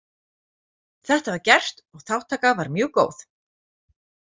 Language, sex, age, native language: Icelandic, female, 40-49, Icelandic